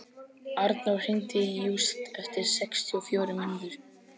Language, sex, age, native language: Icelandic, male, 11, Icelandic